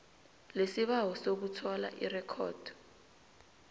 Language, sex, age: South Ndebele, female, 18